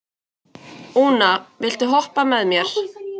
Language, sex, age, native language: Icelandic, female, 20-29, Icelandic